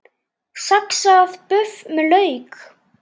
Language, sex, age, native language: Icelandic, male, 8, Icelandic